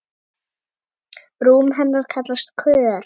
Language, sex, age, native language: Icelandic, female, 8, Icelandic